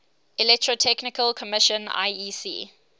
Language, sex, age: English, female, 18